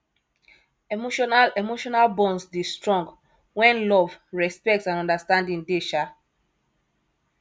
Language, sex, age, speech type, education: Nigerian Pidgin, female, 15-29, spontaneous, tertiary